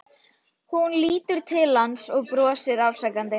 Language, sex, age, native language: Icelandic, female, 12, Icelandic